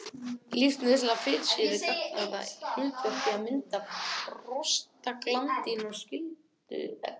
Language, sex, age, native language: Icelandic, other, 18-19, Icelandic